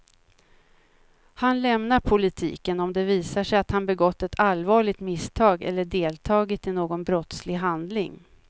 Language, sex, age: Swedish, female, 56